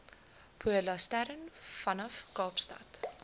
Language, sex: Afrikaans, female